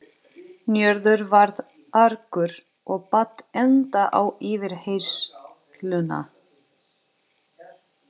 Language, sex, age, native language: Icelandic, female, 30-39, Portuguese